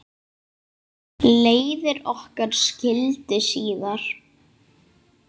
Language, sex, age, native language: Icelandic, male, 8, Icelandic